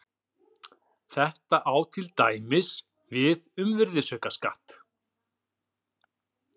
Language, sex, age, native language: Icelandic, male, 40-49, Icelandic